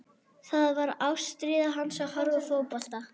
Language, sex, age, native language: Icelandic, female, 11, Icelandic